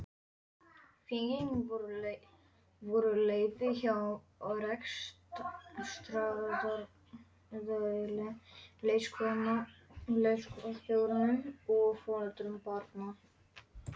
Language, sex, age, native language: Icelandic, male, 11, Polish